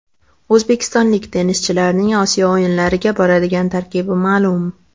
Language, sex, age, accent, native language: Uzbek, female, 18-24, Andijon, Uzbek